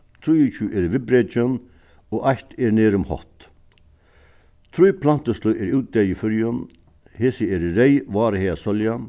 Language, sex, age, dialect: Faroese, male, 61+, Suðuroy